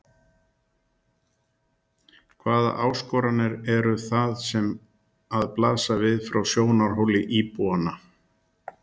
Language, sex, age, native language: Icelandic, male, 60-69, Icelandic